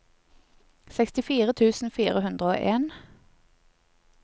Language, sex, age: Norwegian, female, 20